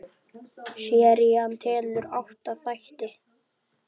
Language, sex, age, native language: Icelandic, female, 8, Icelandic